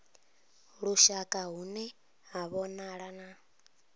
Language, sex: Venda, female